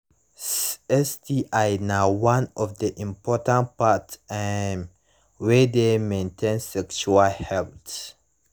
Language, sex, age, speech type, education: Nigerian Pidgin, male, 15-29, spontaneous, tertiary